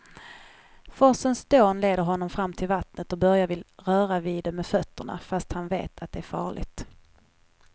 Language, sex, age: Swedish, female, 21